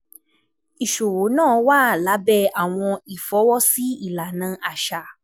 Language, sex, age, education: Yoruba, female, 15-29, tertiary